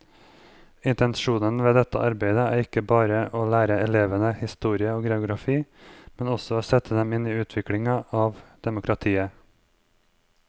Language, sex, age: Norwegian, male, 23